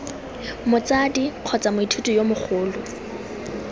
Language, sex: Tswana, female